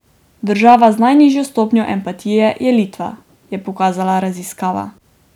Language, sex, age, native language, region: Slovenian, female, 18-29, Slovenian, Drava region